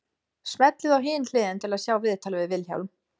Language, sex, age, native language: Icelandic, female, 20-29, Icelandic